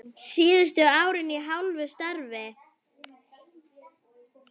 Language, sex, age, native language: Icelandic, female, 9, Icelandic